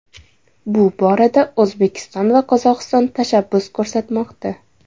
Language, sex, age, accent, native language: Uzbek, female, 18-24, Samarqand, Uzbek